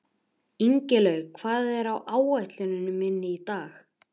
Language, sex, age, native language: Icelandic, male, 11, Icelandic